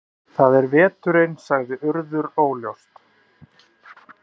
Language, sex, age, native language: Icelandic, male, 30-39, Icelandic